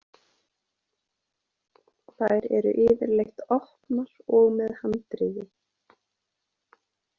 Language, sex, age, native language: Icelandic, female, 20-29, Icelandic